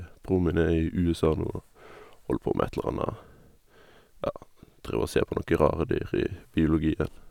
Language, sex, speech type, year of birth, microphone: Norwegian, male, spontaneous, 1991, Sennheiser